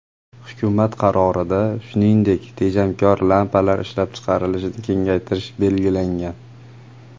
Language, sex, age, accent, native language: Uzbek, male, 30-39, Farg'ona, Uzbek